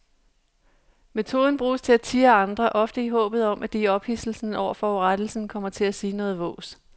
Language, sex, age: Danish, female, 37